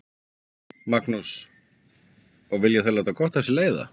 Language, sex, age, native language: Icelandic, male, 50-59, Icelandic